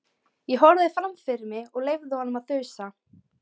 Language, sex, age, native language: Icelandic, female, 12, Icelandic